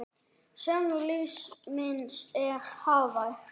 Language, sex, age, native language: Icelandic, male, 10, Icelandic